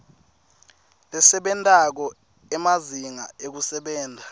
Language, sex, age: Swati, male, 19